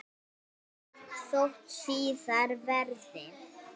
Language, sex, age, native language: Icelandic, female, 6, Icelandic